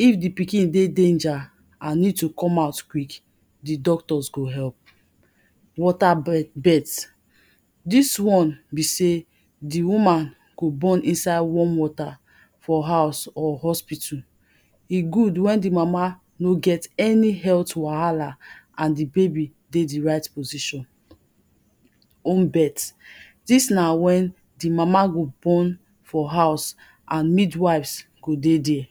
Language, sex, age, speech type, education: Nigerian Pidgin, female, 30-45, spontaneous, tertiary